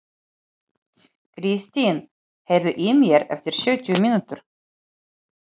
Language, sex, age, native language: Icelandic, female, 40-49, Ukrainian